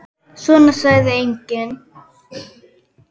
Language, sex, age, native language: Icelandic, female, 10, Icelandic